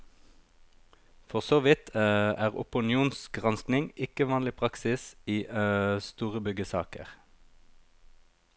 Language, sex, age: Norwegian, male, 36